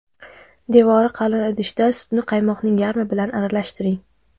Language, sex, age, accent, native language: Uzbek, female, 19-29, Jizzax, Uzbek